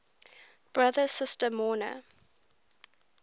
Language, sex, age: English, female, 19